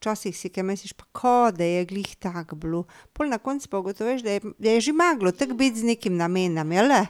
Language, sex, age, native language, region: Slovenian, female, 50-59, Slovenian, Drava region